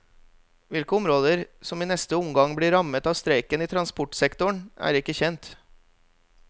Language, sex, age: Norwegian, male, 32